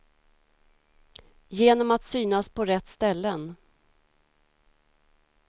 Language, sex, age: Swedish, female, 46